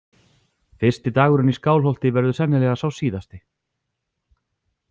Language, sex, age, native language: Icelandic, male, 40-49, Icelandic